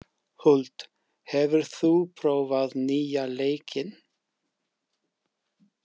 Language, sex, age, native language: Icelandic, male, 50-59, English